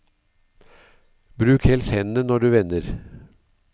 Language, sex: Norwegian, male